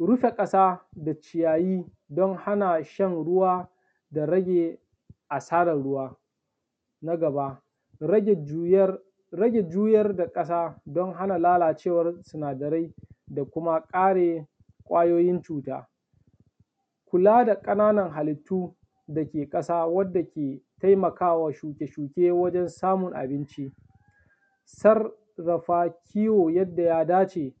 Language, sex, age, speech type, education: Hausa, male, 15-29, spontaneous, tertiary